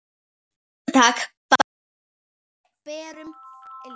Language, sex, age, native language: Icelandic, female, 10, Icelandic